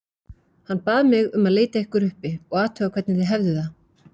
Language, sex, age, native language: Icelandic, female, 40-49, Icelandic